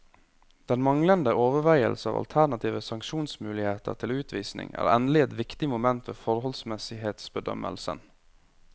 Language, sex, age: Norwegian, male, 21